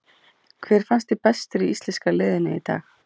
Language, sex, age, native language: Icelandic, female, 30-39, Icelandic